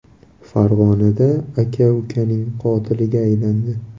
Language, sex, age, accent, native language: Uzbek, male, 18-24, Toshkent viloyati, Uzbek